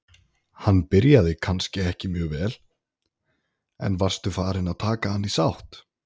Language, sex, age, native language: Icelandic, male, 20-29, Icelandic